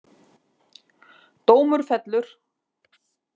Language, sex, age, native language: Icelandic, female, 50-59, Icelandic